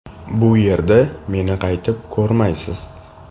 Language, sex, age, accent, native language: Uzbek, male, 18-24, Toshkent shahri, Uzbek